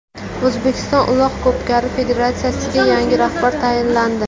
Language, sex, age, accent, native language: Uzbek, female, 18-24, Jizzax, Uzbek